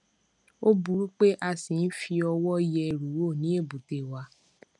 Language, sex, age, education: Yoruba, female, 15-29, tertiary